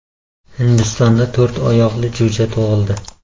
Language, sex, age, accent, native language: Uzbek, male, 18-24, Qashqadaryo, Uzbek